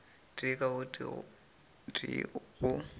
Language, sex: Northern Sotho, male